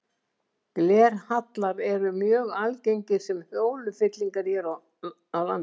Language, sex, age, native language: Icelandic, female, 70-79, Icelandic